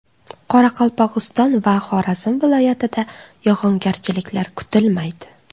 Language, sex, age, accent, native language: Uzbek, female, 25-34, Toshkent viloyati, Uzbek